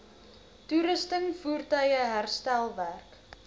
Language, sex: Afrikaans, female